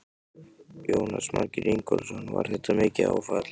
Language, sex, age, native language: Icelandic, male, 15, Icelandic